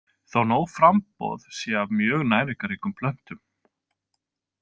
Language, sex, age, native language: Icelandic, male, 20-29, Icelandic